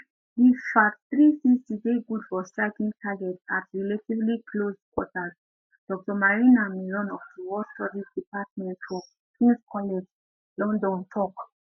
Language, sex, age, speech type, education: Nigerian Pidgin, female, 15-29, spontaneous, tertiary